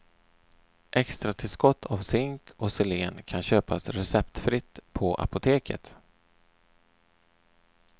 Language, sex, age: Swedish, male, 39